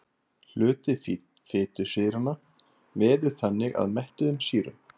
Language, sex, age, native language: Icelandic, male, 30-39, Icelandic